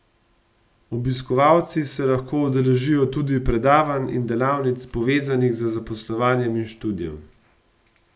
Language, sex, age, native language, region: Slovenian, male, 30-49, Slovenian, Gorenjska region